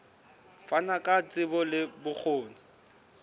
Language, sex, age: Southern Sotho, male, 24